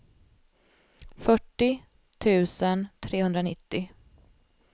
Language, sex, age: Swedish, female, 45